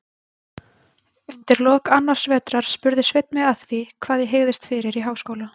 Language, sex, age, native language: Icelandic, female, 20-29, Icelandic